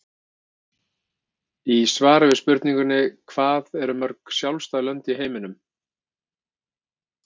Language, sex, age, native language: Icelandic, male, 50-59, Icelandic